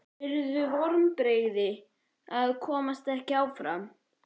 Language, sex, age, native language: Icelandic, male, 11, Icelandic